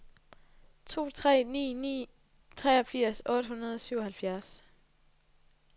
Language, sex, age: Danish, female, 20